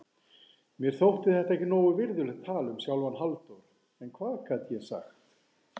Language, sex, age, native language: Icelandic, male, 40-49, Icelandic